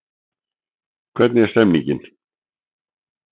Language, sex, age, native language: Icelandic, male, 60-69, Icelandic